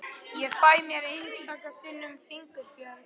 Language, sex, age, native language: Icelandic, male, 11, Icelandic